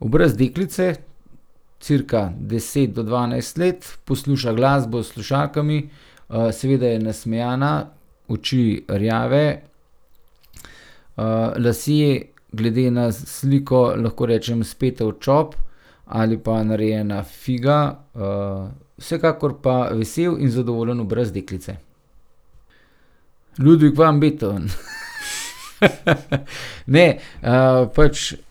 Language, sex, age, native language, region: Slovenian, male, 30-49, Slovenian, Gorenjska region